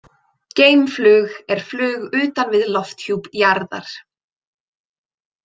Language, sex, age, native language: Icelandic, female, 20-29, Icelandic